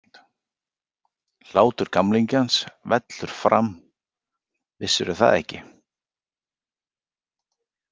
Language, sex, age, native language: Icelandic, male, 40-49, Icelandic